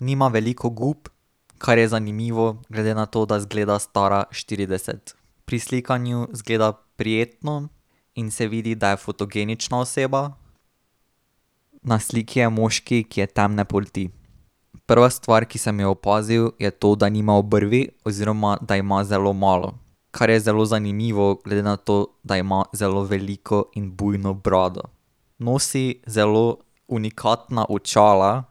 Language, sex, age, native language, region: Slovenian, male, 18-29, Slovenian, Drava region